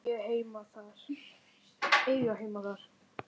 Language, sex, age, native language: Icelandic, female, 10, Polish